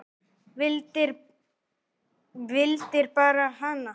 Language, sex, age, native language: Icelandic, male, 9, Icelandic